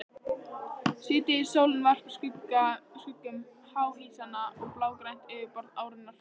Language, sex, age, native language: Icelandic, female, 15, Icelandic